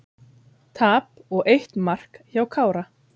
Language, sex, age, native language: Icelandic, female, 30-39, Icelandic